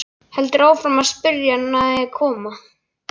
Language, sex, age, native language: Icelandic, other, 12, Icelandic